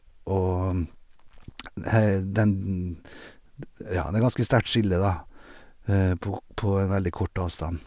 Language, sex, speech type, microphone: Norwegian, male, spontaneous, Sennheiser